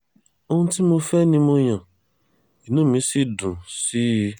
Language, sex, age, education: Yoruba, male, 15-29, tertiary